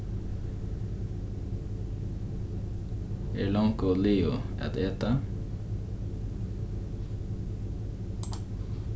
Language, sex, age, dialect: Faroese, male, 15-35, Norðuroyggjar